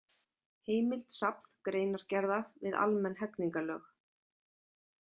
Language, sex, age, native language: Icelandic, female, 40-49, Icelandic